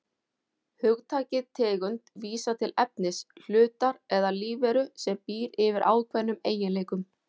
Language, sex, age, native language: Icelandic, female, 40-49, Icelandic